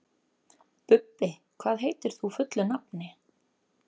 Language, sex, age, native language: Icelandic, female, 30-39, Icelandic